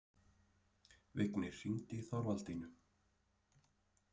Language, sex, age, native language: Icelandic, male, 30-39, Icelandic